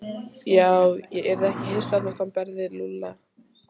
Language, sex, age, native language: Icelandic, female, 14, Icelandic